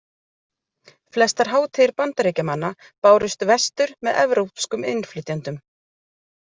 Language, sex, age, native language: Icelandic, female, 40-49, Icelandic